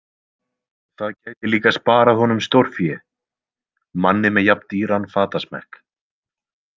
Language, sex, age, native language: Icelandic, male, 20-29, Icelandic